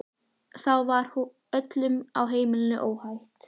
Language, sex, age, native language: Icelandic, female, 14, Icelandic